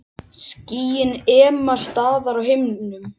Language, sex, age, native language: Icelandic, male, 6, Icelandic